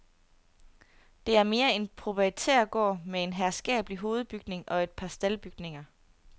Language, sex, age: Danish, female, 30